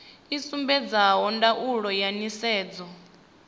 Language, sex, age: Venda, female, 25